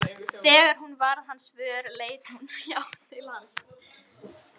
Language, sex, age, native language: Icelandic, female, 18-19, Icelandic